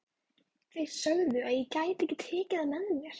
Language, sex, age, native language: Icelandic, female, 12, Icelandic